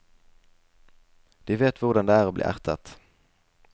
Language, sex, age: Norwegian, male, 20